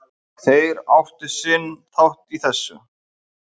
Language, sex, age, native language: Icelandic, male, 50-59, Icelandic